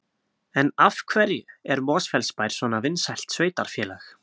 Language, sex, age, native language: Icelandic, male, 20-29, Icelandic